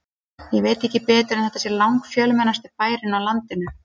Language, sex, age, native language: Icelandic, female, 30-39, Icelandic